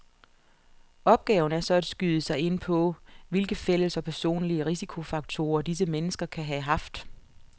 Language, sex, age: Danish, female, 47